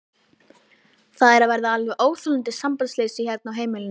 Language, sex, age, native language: Icelandic, female, 11, Icelandic